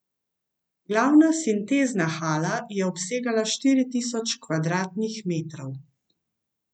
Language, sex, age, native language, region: Slovenian, female, 50-59, Slovenian, Central Slovenia